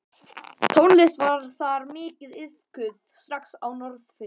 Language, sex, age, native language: Icelandic, male, 12, Icelandic